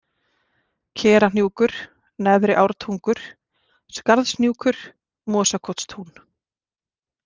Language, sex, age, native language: Icelandic, female, 40-49, Icelandic